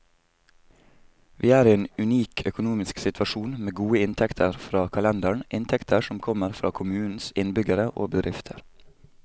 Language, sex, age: Norwegian, male, 22